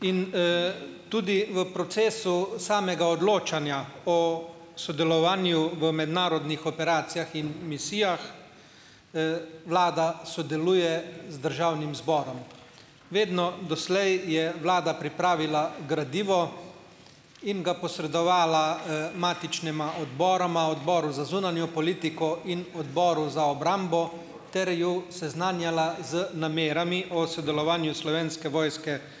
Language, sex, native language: Slovenian, male, Slovenian